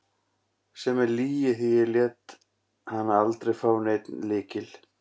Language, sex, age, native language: Icelandic, male, 40-49, Icelandic